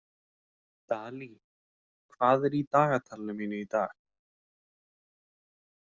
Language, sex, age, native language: Icelandic, male, 18-19, Icelandic